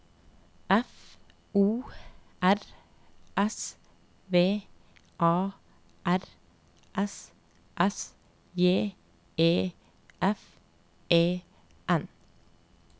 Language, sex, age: Norwegian, female, 30